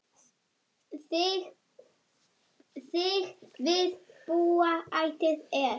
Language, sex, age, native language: Icelandic, female, 40-49, Icelandic